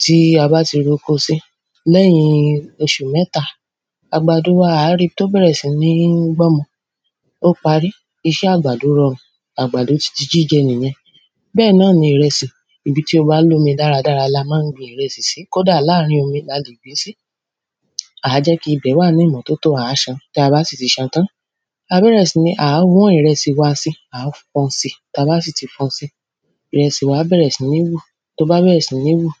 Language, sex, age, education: Yoruba, female, 30-45, tertiary